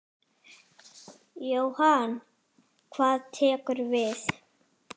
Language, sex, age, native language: Icelandic, female, 8, Icelandic